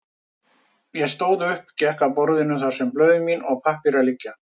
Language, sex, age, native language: Icelandic, male, 50-59, Icelandic